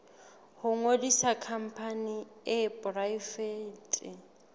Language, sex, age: Southern Sotho, female, 19